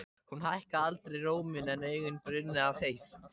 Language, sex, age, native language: Icelandic, male, 14, Icelandic